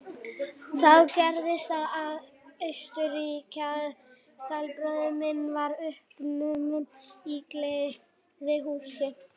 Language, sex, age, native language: Icelandic, female, 18-19, Icelandic